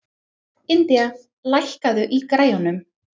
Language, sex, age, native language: Icelandic, female, 20-29, English